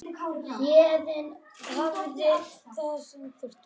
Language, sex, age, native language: Icelandic, male, 9, Icelandic